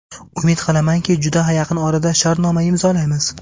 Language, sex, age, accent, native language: Uzbek, male, 18-24, Farg'ona, Uzbek